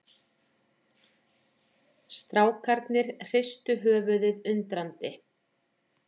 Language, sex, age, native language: Icelandic, female, 40-49, Icelandic